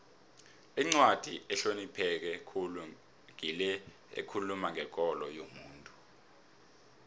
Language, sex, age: South Ndebele, male, 26